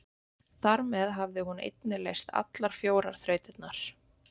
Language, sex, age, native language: Icelandic, female, 20-29, Icelandic